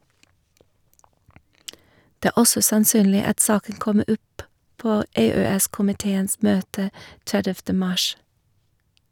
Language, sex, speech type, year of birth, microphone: Norwegian, female, read, 1961, Shure